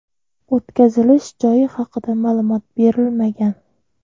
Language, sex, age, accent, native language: Uzbek, female, 25-34, Qoraqalpog'iston, Uzbek